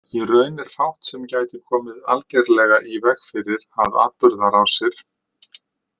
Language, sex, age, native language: Icelandic, male, 50-59, Icelandic